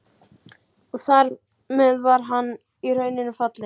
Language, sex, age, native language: Icelandic, male, 12, Icelandic